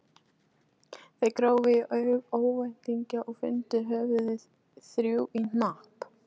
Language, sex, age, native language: Icelandic, female, 13, Polish